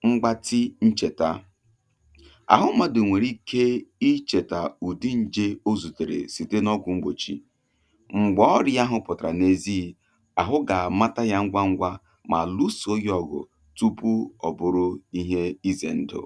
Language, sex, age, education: Igbo, male, 30-45, tertiary